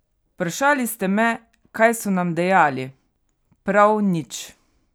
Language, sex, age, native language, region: Slovenian, female, 30-49, Slovenian, Carinthia region